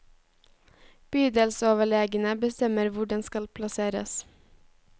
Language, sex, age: Norwegian, female, 18